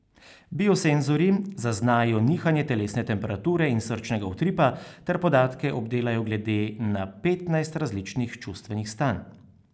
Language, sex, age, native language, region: Slovenian, male, 30-49, Slovenian, Carinthia region